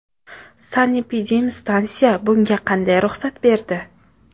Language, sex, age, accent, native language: Uzbek, female, 18-24, Samarqand, Uzbek